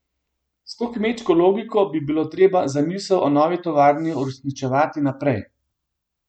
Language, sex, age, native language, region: Slovenian, male, 50-59, Slovenian, Gorenjska region